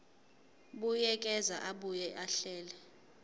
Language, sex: Zulu, female